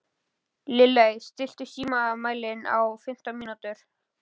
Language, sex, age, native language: Icelandic, male, 11, Icelandic